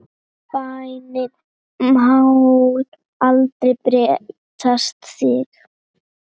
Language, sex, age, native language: Icelandic, female, 9, Icelandic